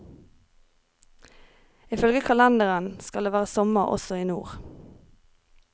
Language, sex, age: Norwegian, female, 23